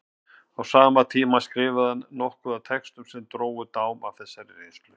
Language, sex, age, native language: Icelandic, male, 50-59, Icelandic